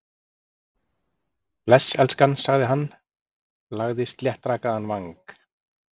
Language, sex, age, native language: Icelandic, male, 40-49, Icelandic